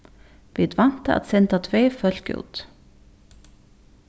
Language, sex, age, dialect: Faroese, female, 15-35, Suðurstreymoy